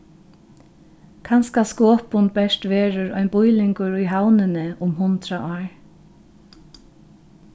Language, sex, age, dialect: Faroese, female, 36-60, Norðurstreymoy/Eysturoy